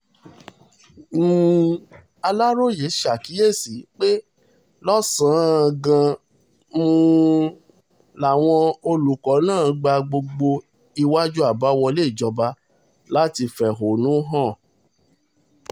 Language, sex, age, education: Yoruba, male, 30-45, tertiary